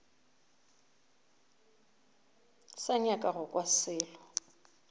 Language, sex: Northern Sotho, female